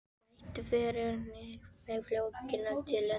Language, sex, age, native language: Icelandic, female, 13, Filipino